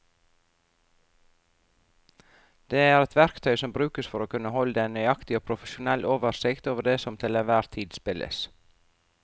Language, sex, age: Norwegian, female, 44